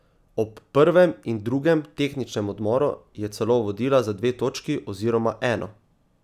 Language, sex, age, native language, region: Slovenian, male, 18-29, Slovenian, Savinja region